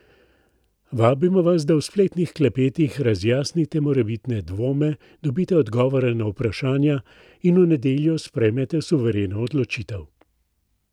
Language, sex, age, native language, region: Slovenian, male, 60+, Slovenian, Central Slovenia